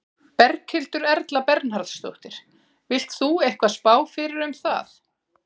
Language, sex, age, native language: Icelandic, female, 40-49, Icelandic